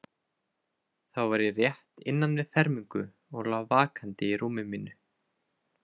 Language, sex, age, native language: Icelandic, male, 20-29, Icelandic